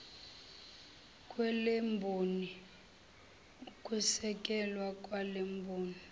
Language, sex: Zulu, female